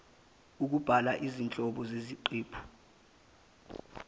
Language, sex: Zulu, male